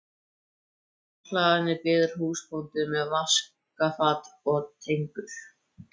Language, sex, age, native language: Icelandic, male, 14, Icelandic